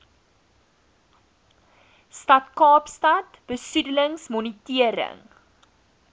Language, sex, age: Afrikaans, female, 19